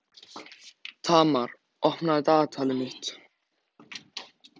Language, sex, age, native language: Icelandic, male, 14, Icelandic